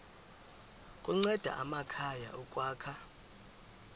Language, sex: Xhosa, male